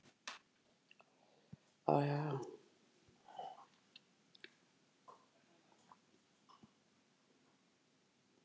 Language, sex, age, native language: Icelandic, female, 50-59, Icelandic